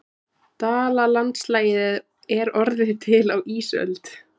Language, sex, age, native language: Icelandic, male, 20-29, Icelandic